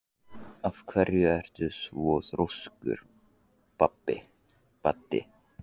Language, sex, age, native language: Icelandic, male, 14, Icelandic